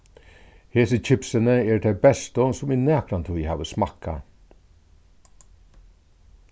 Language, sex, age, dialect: Faroese, male, 36-60, Suðurstreymoy